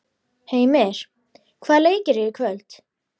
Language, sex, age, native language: Icelandic, female, 12, Icelandic